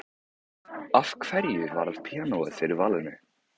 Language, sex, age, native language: Icelandic, male, 13, Icelandic